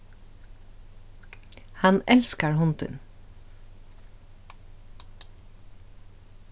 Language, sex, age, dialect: Faroese, female, 36-60, Suðurstreymoy